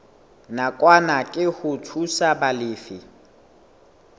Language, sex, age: Southern Sotho, male, 18